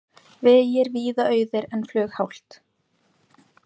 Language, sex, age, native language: Icelandic, female, 18-19, Icelandic